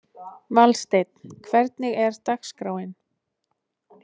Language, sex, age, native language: Icelandic, female, 20-29, Icelandic